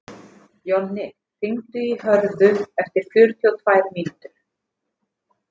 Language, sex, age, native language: Icelandic, female, 50-59, Icelandic